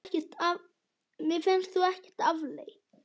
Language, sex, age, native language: Icelandic, female, 10, Icelandic